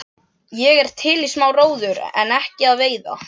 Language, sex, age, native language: Icelandic, other, 12, Icelandic